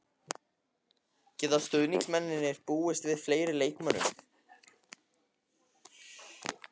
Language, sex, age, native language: Icelandic, male, 14, Icelandic